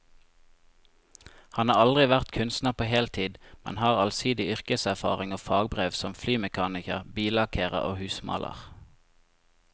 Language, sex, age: Norwegian, male, 25